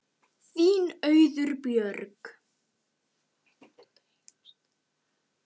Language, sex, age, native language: Icelandic, male, 9, Icelandic